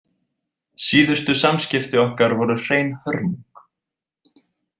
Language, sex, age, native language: Icelandic, male, 20-29, Icelandic